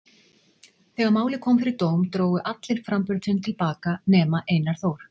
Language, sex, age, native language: Icelandic, female, 40-49, Icelandic